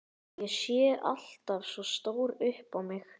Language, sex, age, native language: Icelandic, male, 11, Icelandic